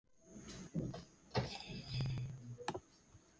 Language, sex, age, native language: Icelandic, male, 18-19, Icelandic